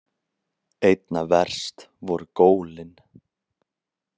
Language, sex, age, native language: Icelandic, male, 30-39, Icelandic